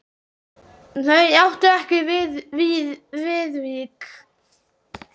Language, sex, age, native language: Icelandic, male, 8, Icelandic